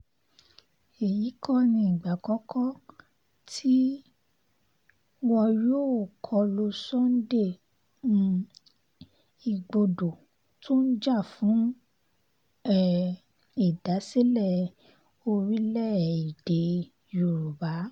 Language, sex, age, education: Yoruba, female, 15-29, tertiary